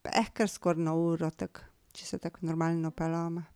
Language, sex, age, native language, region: Slovenian, female, 50-59, Slovenian, Drava region